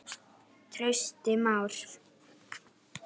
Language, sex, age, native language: Icelandic, female, 10, Icelandic